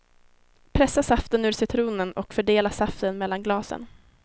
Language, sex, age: Swedish, female, 19